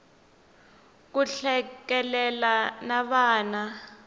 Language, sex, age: Tsonga, female, 19